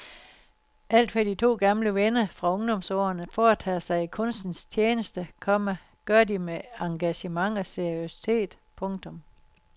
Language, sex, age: Danish, female, 60